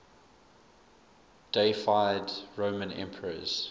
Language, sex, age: English, male, 24